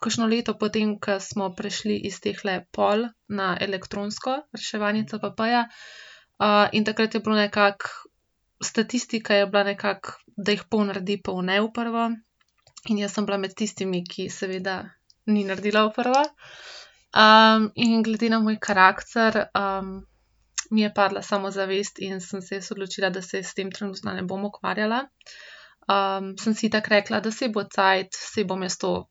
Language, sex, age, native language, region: Slovenian, female, 18-29, Slovenian, Central Slovenia